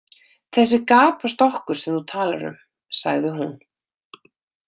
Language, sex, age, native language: Icelandic, female, 30-39, Icelandic